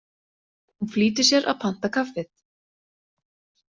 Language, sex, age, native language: Icelandic, female, 40-49, Icelandic